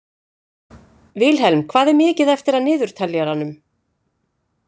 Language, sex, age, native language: Icelandic, female, 50-59, Icelandic